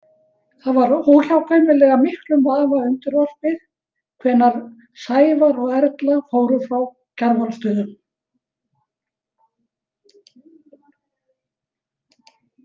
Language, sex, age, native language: Icelandic, female, 70-79, Icelandic